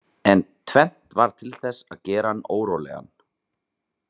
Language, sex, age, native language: Icelandic, male, 30-39, Icelandic